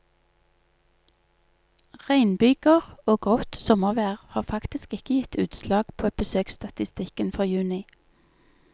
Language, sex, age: Norwegian, female, 48